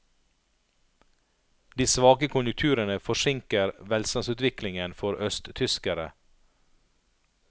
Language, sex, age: Norwegian, male, 39